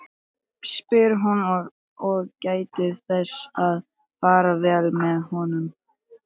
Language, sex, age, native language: Icelandic, male, 13, Icelandic